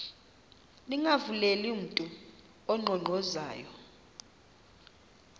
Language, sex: Xhosa, female